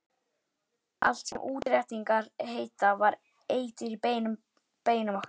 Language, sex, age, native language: Icelandic, male, 11, Icelandic